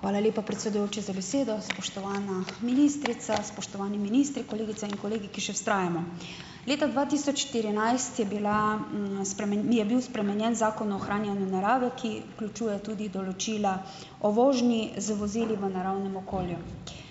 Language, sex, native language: Slovenian, female, Slovenian